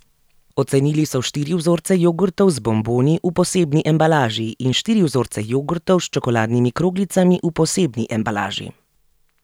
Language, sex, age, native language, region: Slovenian, female, 30-49, Slovenian, Gorenjska region